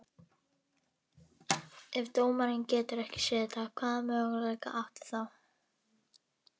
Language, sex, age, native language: Icelandic, female, 11, Icelandic